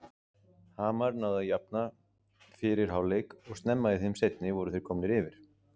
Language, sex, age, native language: Icelandic, male, 30-39, Icelandic